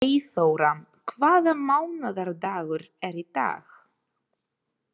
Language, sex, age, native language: Icelandic, female, 30-39, Ukrainian